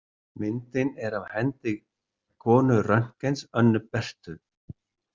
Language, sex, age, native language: Icelandic, male, 60-69, Icelandic